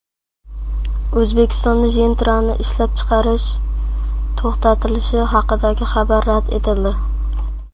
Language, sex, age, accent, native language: Uzbek, male, under 19, Jizzax, Uzbek